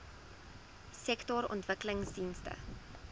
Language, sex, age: Afrikaans, female, 19